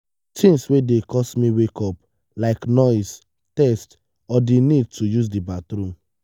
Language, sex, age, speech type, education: Nigerian Pidgin, male, 15-29, spontaneous, tertiary